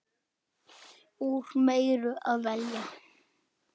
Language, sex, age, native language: Icelandic, male, 8, Icelandic